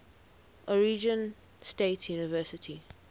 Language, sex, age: English, female, 19